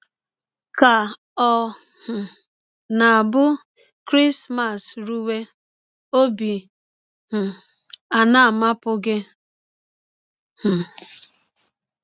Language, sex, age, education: Igbo, female, 30-45, tertiary